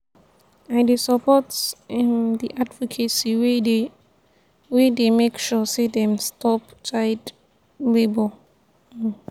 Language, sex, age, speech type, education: Nigerian Pidgin, female, 15-29, spontaneous, tertiary